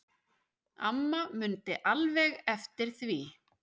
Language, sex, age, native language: Icelandic, male, 6, Icelandic